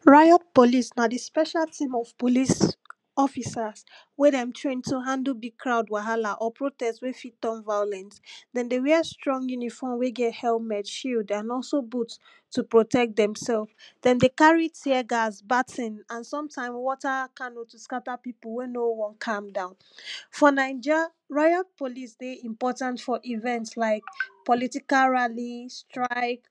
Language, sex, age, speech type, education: Nigerian Pidgin, female, 15-29, spontaneous, tertiary